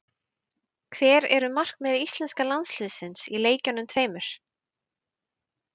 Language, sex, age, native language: Icelandic, female, 30-39, Icelandic